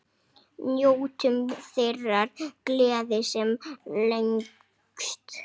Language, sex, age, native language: Icelandic, male, 6, Icelandic